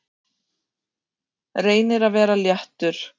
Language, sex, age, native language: Icelandic, female, 6, Icelandic